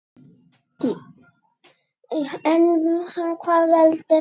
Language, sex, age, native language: Icelandic, male, 8, Icelandic